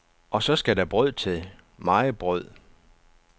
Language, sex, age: Danish, male, 49